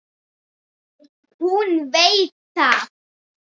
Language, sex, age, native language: Icelandic, female, 7, Icelandic